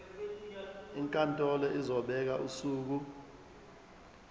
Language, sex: Zulu, male